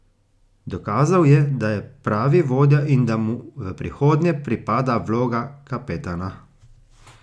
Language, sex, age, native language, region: Slovenian, male, 30-49, Slovenian, Gorica region